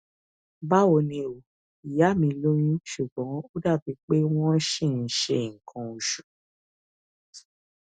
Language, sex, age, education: Yoruba, female, 15-29, tertiary